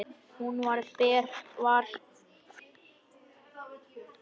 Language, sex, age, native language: Icelandic, male, 10, Icelandic